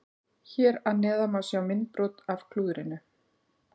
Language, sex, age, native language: Icelandic, female, 40-49, Icelandic